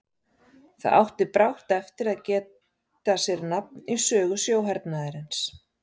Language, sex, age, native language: Icelandic, female, 40-49, Icelandic